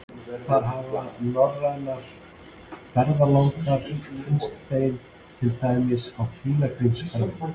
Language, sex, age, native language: Icelandic, male, 30-39, Icelandic